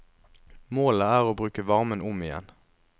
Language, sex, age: Norwegian, male, 33